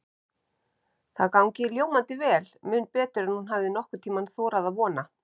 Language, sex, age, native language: Icelandic, female, 50-59, Icelandic